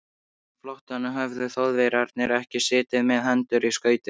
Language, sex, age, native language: Icelandic, male, 13, Icelandic